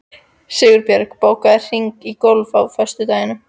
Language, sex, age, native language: Icelandic, female, 14, Icelandic